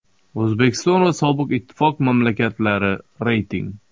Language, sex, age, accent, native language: Uzbek, male, 25-34, Xorazm, Uzbek